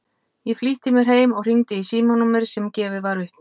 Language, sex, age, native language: Icelandic, female, 50-59, Icelandic